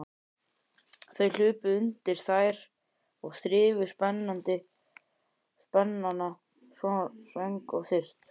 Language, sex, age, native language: Icelandic, male, 11, Icelandic